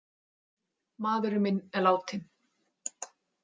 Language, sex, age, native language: Icelandic, female, 30-39, Icelandic